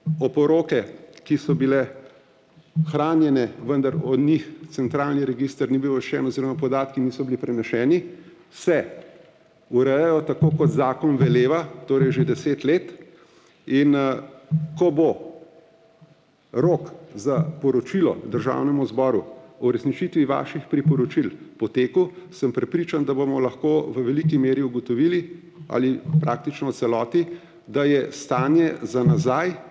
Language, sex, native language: Slovenian, male, Slovenian